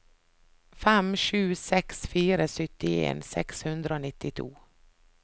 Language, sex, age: Norwegian, female, 49